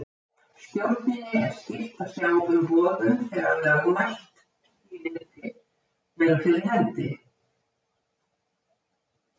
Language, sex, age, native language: Icelandic, female, 70-79, Icelandic